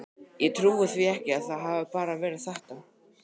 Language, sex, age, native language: Icelandic, male, 12, Icelandic